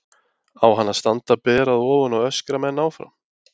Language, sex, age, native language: Icelandic, male, 20-29, Icelandic